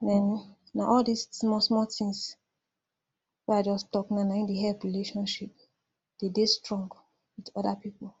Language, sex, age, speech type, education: Nigerian Pidgin, female, 46-60, spontaneous, tertiary